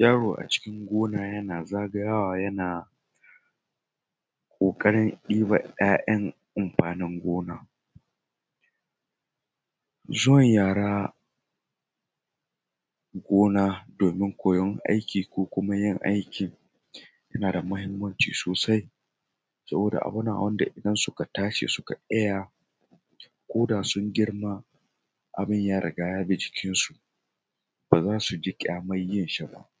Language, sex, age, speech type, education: Hausa, male, 30-45, spontaneous, tertiary